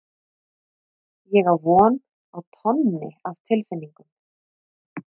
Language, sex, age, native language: Icelandic, female, 30-39, Icelandic